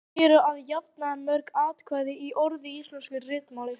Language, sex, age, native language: Icelandic, female, 18-19, Icelandic